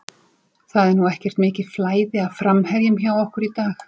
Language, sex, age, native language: Icelandic, female, 40-49, Icelandic